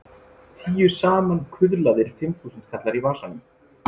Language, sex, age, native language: Icelandic, male, 20-29, Icelandic